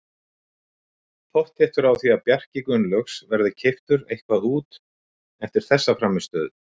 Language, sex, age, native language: Icelandic, male, 60-69, Icelandic